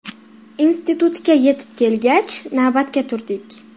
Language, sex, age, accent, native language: Uzbek, female, under 19, Farg'ona, Uzbek